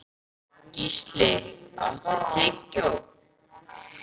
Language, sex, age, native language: Icelandic, male, 11, Icelandic